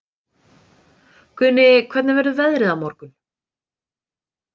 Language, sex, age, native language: Icelandic, female, 30-39, Icelandic